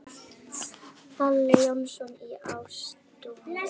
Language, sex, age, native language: Icelandic, female, 8, Icelandic